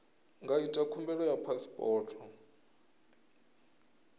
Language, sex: Venda, male